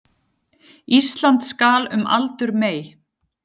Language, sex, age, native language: Icelandic, female, 10, Icelandic